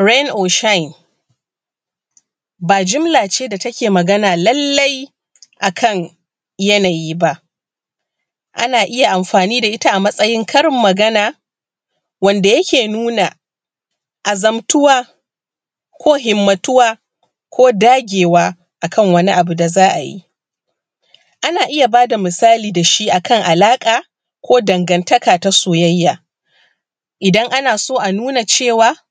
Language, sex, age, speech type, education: Hausa, female, 30-45, spontaneous, primary